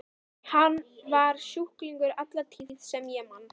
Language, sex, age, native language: Icelandic, female, 11, Icelandic